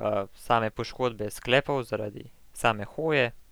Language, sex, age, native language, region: Slovenian, male, 18-29, Slovenian, Central Slovenia